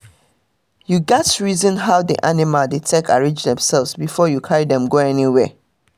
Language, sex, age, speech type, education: Nigerian Pidgin, female, 30-45, spontaneous, tertiary